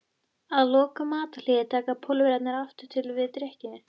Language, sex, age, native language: Icelandic, female, 13, Icelandic